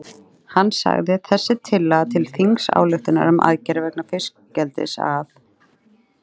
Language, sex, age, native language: Icelandic, female, 30-39, Icelandic